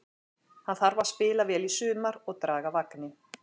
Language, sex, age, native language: Icelandic, female, 40-49, Icelandic